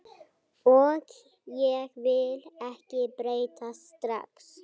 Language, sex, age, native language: Icelandic, female, 12, Icelandic